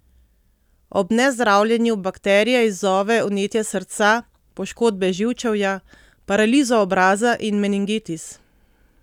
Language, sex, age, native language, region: Slovenian, female, 30-49, Slovenian, Central Slovenia